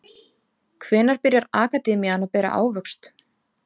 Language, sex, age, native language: Icelandic, female, 30-39, Icelandic